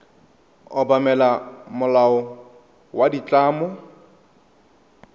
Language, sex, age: Tswana, male, 31